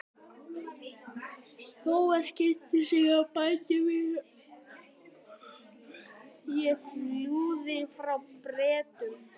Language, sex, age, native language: Icelandic, male, 12, Icelandic